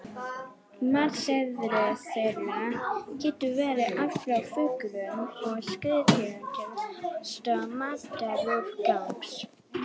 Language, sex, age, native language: Icelandic, female, 40-49, Icelandic